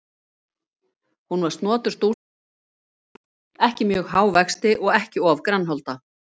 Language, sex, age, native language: Icelandic, female, 50-59, Icelandic